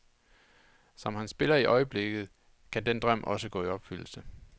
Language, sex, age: Danish, male, 28